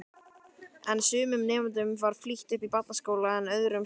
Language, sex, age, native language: Icelandic, male, 12, Icelandic